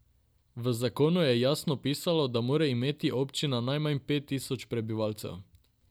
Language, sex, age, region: Slovenian, male, 18-29, Drava region